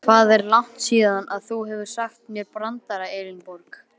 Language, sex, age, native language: Icelandic, male, 11, Icelandic